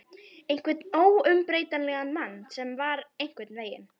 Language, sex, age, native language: Icelandic, female, 11, Icelandic